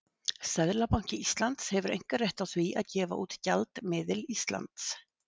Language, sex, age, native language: Icelandic, female, 50-59, Icelandic